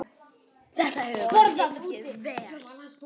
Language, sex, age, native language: Icelandic, female, 8, Icelandic